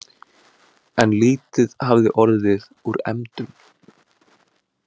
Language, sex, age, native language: Icelandic, male, 20-29, Icelandic